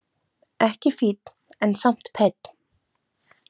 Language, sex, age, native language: Icelandic, female, 30-39, Icelandic